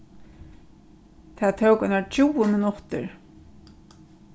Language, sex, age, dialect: Faroese, female, 36-60, Norðurstreymoy/Eysturoy